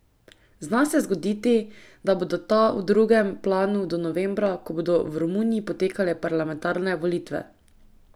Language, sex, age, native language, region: Slovenian, female, 18-29, Slovenian, Drava region